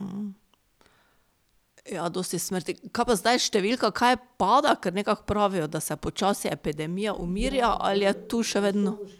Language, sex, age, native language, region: Slovenian, female, 30-49, Slovenian, Pomurje region